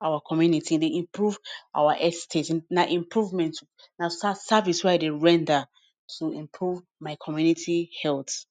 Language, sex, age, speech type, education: Nigerian Pidgin, female, 15-29, spontaneous, tertiary